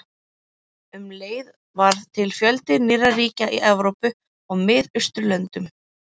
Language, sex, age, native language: Icelandic, female, 20-29, Icelandic